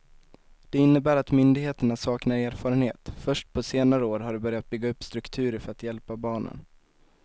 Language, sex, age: Swedish, male, 19